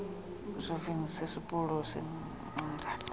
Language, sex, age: Xhosa, female, 35